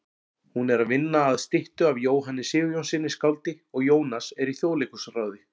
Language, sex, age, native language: Icelandic, male, 40-49, Icelandic